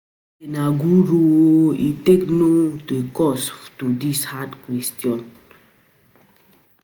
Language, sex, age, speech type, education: Nigerian Pidgin, female, 30-45, spontaneous, tertiary